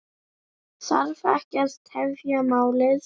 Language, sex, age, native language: Icelandic, female, 8, Icelandic